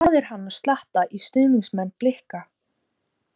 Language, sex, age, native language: Icelandic, female, 17, Icelandic